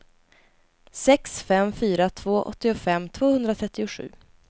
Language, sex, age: Swedish, female, 20